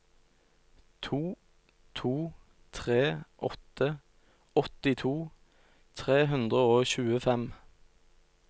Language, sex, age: Norwegian, male, 29